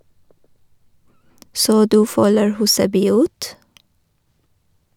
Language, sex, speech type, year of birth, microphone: Norwegian, female, read, 1985, Shure